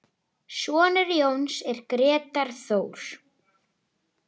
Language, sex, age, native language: Icelandic, female, 10, Icelandic